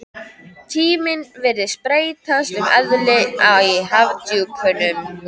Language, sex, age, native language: Icelandic, female, 13, Icelandic